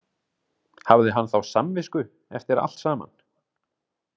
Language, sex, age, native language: Icelandic, male, 30-39, Icelandic